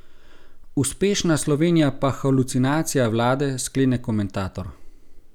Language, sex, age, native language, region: Slovenian, male, 30-49, Slovenian, Gorenjska region